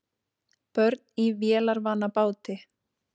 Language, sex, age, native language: Icelandic, female, 30-39, Icelandic